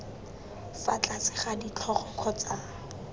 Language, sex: Tswana, female